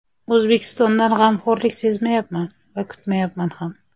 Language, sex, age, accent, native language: Uzbek, female, 25-34, Toshkent shahri, Uzbek